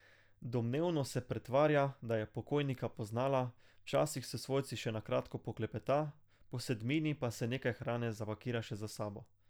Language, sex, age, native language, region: Slovenian, male, 18-29, Slovenian, Carinthia region